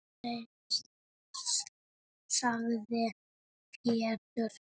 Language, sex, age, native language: Icelandic, male, 6, Icelandic